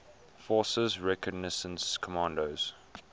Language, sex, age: English, male, 21